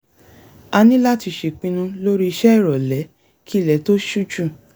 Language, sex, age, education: Yoruba, female, 30-45, tertiary